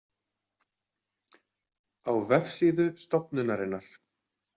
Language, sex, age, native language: Icelandic, male, 20-29, Icelandic